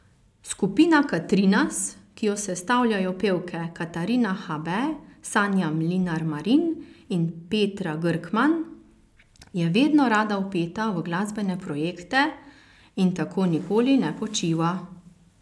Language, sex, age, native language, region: Slovenian, female, 30-49, Slovenian, Carinthia region